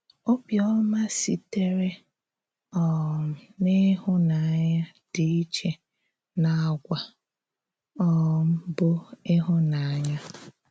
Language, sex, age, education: Igbo, female, 30-45, tertiary